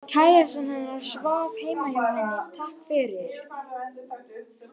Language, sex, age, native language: Icelandic, male, 18-19, Icelandic